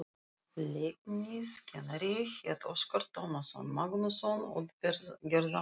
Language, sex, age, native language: Icelandic, female, 40-49, Russian